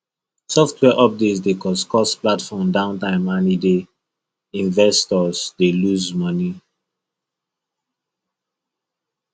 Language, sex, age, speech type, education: Nigerian Pidgin, male, 15-29, spontaneous, tertiary